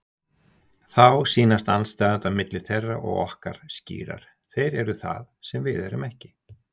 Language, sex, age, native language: Icelandic, male, 60-69, Icelandic